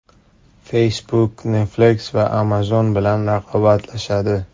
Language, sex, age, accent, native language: Uzbek, male, under 19, Farg'ona, Uzbek